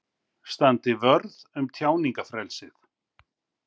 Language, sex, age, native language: Icelandic, male, 50-59, Icelandic